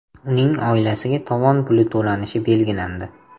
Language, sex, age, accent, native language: Uzbek, male, 18-24, Toshkent shahri, Uzbek